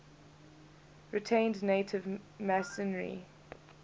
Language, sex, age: English, female, 21